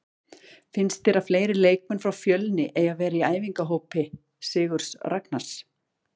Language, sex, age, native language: Icelandic, female, 40-49, Icelandic